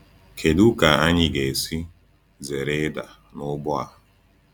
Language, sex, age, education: Igbo, male, 15-29, tertiary